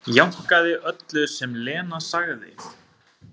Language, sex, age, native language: Icelandic, male, 30-39, Icelandic